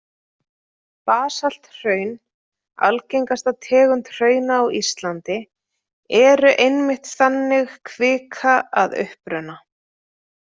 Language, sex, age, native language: Icelandic, female, 30-39, Icelandic